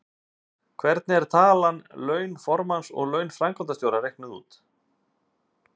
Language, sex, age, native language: Icelandic, male, 50-59, Icelandic